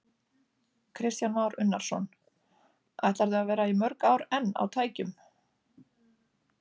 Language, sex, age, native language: Icelandic, female, 30-39, Icelandic